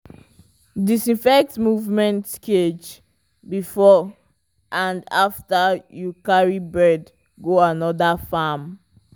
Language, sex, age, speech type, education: Nigerian Pidgin, female, 15-29, spontaneous, tertiary